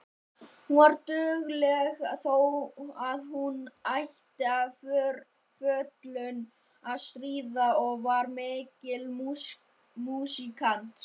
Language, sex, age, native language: Icelandic, female, 50-59, Icelandic